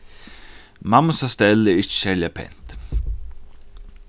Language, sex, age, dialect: Faroese, male, 15-35, Norðuroyggjar